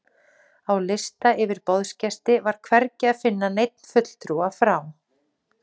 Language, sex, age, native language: Icelandic, female, 40-49, Icelandic